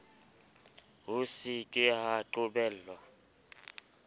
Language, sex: Southern Sotho, male